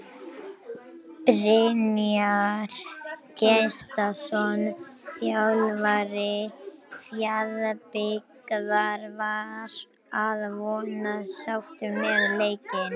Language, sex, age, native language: Icelandic, other, 18-19, Icelandic